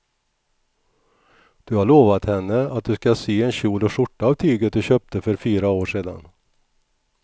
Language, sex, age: Swedish, male, 61